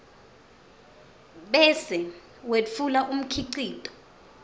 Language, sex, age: Swati, female, 20